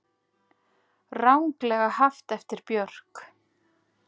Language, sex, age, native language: Icelandic, female, 40-49, Icelandic